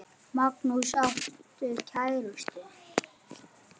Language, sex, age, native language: Icelandic, male, 8, Icelandic